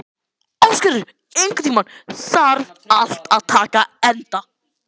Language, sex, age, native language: Icelandic, male, 11, Icelandic